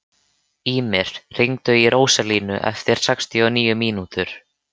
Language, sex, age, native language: Icelandic, male, 13, Icelandic